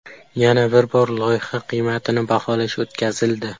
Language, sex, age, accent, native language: Uzbek, male, 12-17, Qashqadaryo, Uzbek